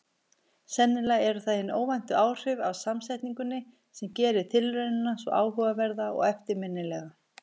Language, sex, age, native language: Icelandic, female, 50-59, Icelandic